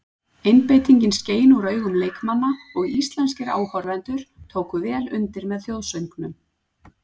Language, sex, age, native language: Icelandic, female, 40-49, Icelandic